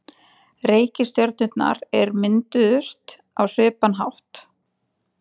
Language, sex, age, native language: Icelandic, female, 20-29, Icelandic